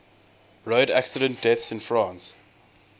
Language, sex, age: English, male, 20